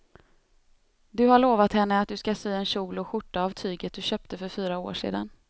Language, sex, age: Swedish, female, 32